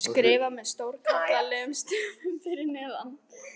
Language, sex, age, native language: Icelandic, female, 14, Icelandic